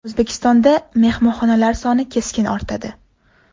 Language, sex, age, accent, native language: Uzbek, female, 18-24, Toshkent shahri, Uzbek